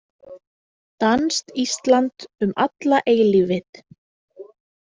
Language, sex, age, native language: Icelandic, female, 30-39, Icelandic